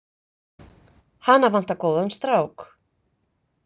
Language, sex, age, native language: Icelandic, female, 50-59, Icelandic